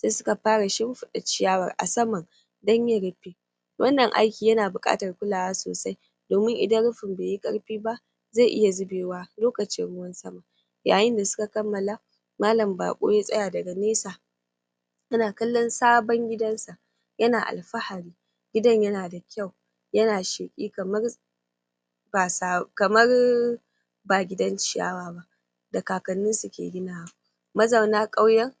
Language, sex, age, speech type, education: Hausa, female, 15-29, spontaneous, primary